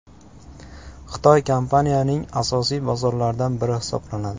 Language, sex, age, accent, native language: Uzbek, male, 25-34, Andijon, Uzbek